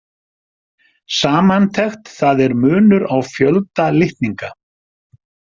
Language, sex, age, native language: Icelandic, male, 50-59, Icelandic